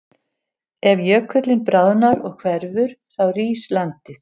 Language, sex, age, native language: Icelandic, female, 70-79, Icelandic